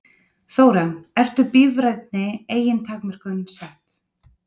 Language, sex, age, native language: Icelandic, female, 30-39, Icelandic